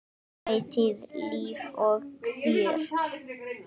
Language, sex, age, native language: Icelandic, male, 9, Icelandic